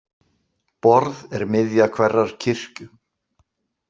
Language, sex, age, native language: Icelandic, male, 60-69, Icelandic